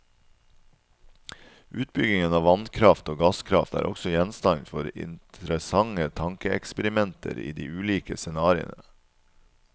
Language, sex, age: Norwegian, male, 37